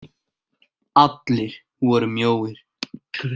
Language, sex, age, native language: Icelandic, male, 18-19, Icelandic